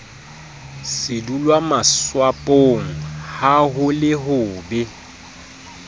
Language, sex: Southern Sotho, male